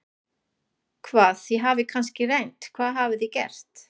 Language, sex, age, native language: Icelandic, female, 40-49, German